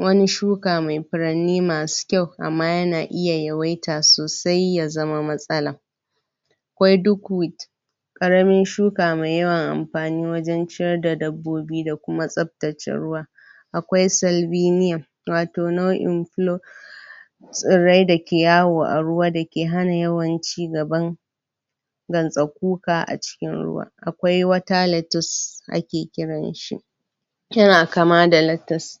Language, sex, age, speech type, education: Hausa, female, 15-29, spontaneous, primary